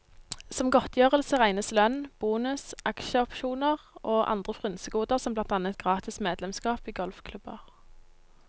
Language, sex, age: Norwegian, female, 19